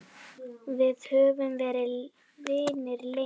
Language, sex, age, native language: Icelandic, female, 7, Icelandic